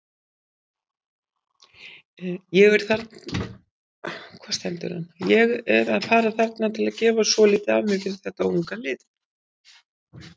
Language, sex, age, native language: Icelandic, female, 50-59, Icelandic